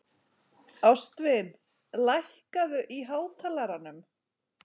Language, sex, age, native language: Icelandic, female, 11, Icelandic